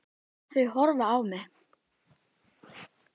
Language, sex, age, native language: Icelandic, female, 10, Icelandic